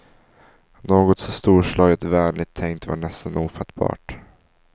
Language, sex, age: Swedish, male, 19